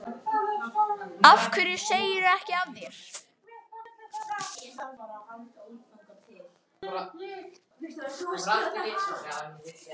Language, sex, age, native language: Icelandic, male, 12, Icelandic